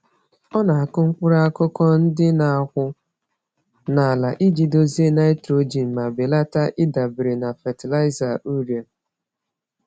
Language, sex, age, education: Igbo, female, 30-45, tertiary